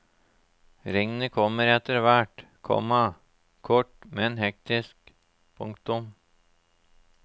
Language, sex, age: Norwegian, male, 34